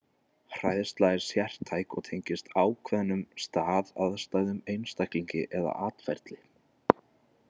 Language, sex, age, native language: Icelandic, male, 20-29, Icelandic